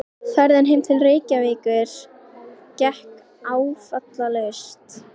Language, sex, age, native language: Icelandic, female, 12, Icelandic